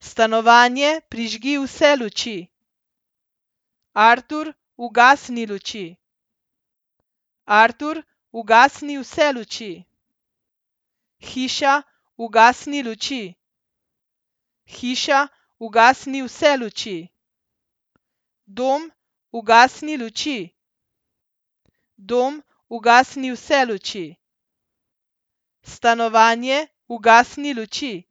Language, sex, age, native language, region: Slovenian, female, 30-49, Slovenian, Central Slovenia